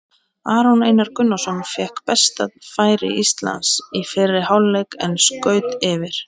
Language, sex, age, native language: Icelandic, female, 20-29, Icelandic